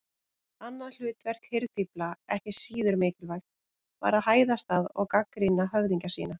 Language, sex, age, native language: Icelandic, female, 30-39, Icelandic